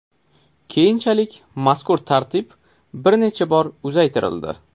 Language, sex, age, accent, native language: Uzbek, male, 25-34, Toshkent shahri, Uzbek